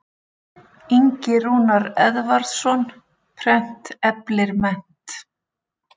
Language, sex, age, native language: Icelandic, female, 40-49, Icelandic